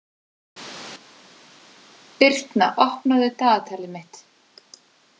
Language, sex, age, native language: Icelandic, female, 40-49, Icelandic